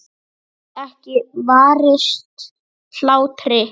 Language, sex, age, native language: Icelandic, male, 8, Icelandic